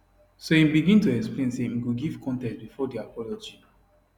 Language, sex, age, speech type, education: Nigerian Pidgin, male, 15-29, spontaneous, tertiary